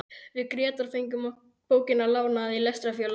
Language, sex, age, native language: Icelandic, male, 12, Icelandic